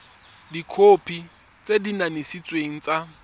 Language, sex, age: Tswana, male, 24